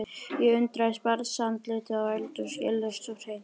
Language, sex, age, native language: Icelandic, female, 11, Icelandic